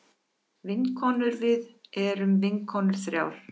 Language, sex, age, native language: Icelandic, female, 50-59, Icelandic